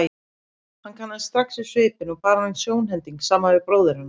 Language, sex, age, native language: Icelandic, female, 30-39, Icelandic